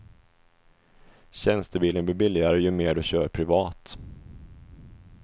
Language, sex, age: Swedish, male, 25